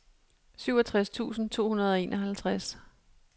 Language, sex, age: Danish, female, 37